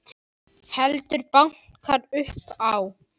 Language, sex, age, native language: Icelandic, male, 9, Icelandic